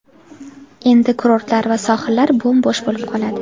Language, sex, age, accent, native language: Uzbek, female, 18-24, Farg'ona, Uzbek